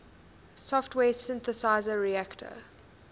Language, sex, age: English, female, 20